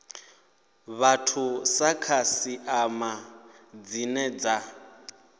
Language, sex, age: Venda, male, 28